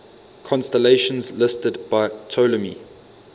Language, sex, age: English, male, 22